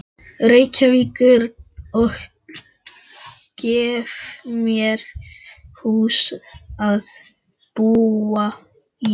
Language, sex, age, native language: Icelandic, male, 12, Icelandic